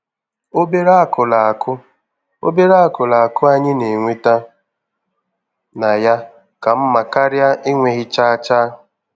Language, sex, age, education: Igbo, male, 15-29, tertiary